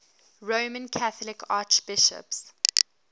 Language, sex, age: English, female, 23